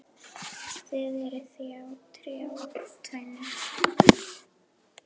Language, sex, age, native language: Icelandic, female, 11, Icelandic